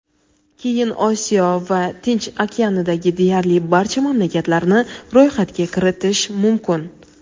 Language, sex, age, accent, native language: Uzbek, female, 18-24, Toshkent shahri, Uzbek